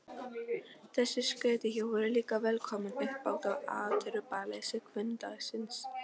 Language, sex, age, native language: Icelandic, female, 13, Polish